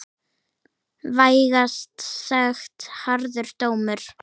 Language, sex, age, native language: Icelandic, female, 9, Icelandic